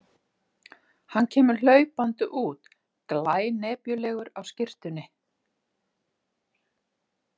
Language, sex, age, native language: Icelandic, female, 40-49, Icelandic